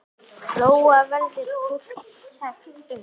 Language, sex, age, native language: Icelandic, female, 8, Icelandic